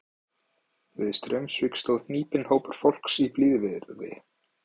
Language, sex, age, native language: Icelandic, male, 20-29, Icelandic